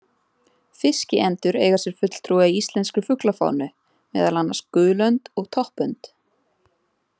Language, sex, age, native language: Icelandic, female, 30-39, Icelandic